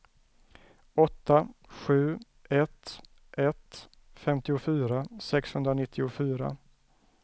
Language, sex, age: Swedish, male, 34